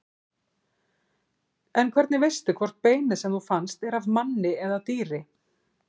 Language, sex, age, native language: Icelandic, female, 40-49, Icelandic